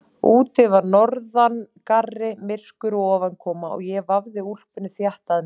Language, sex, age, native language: Icelandic, female, 30-39, Icelandic